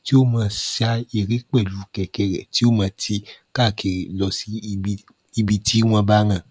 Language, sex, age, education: Yoruba, male, 15-29, tertiary